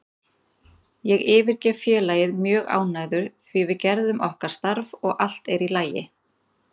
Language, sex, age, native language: Icelandic, female, 30-39, Icelandic